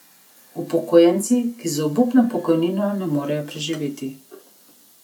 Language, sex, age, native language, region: Slovenian, female, 30-49, Slovenian, Gorenjska region